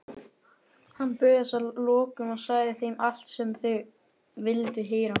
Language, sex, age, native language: Icelandic, male, 18-19, Icelandic